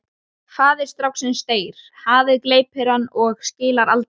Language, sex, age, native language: Icelandic, male, 12, Icelandic